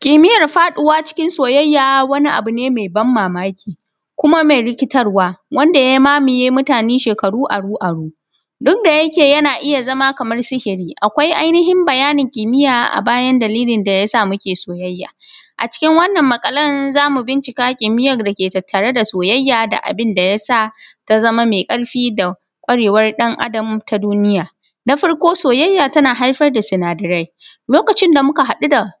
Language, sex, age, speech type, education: Hausa, female, 15-29, spontaneous, secondary